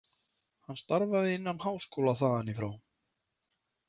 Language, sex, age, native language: Icelandic, male, 30-39, Icelandic